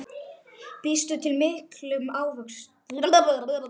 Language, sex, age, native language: Icelandic, male, 9, Icelandic